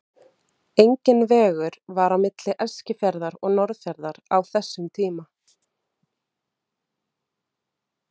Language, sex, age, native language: Icelandic, female, 30-39, Icelandic